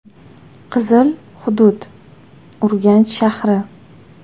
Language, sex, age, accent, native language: Uzbek, female, 18-24, Toshkent shahri, Uzbek